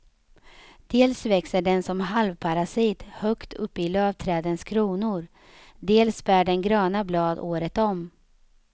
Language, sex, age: Swedish, female, 35